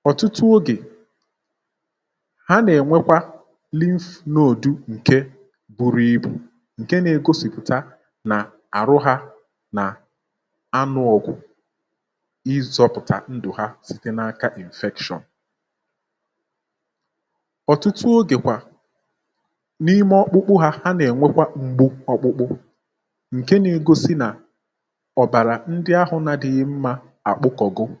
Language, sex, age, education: Igbo, male, 15-29, tertiary